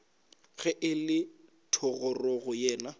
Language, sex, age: Northern Sotho, male, 18